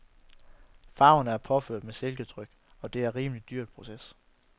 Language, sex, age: Danish, male, 22